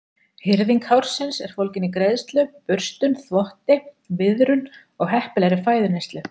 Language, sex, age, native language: Icelandic, female, 40-49, Icelandic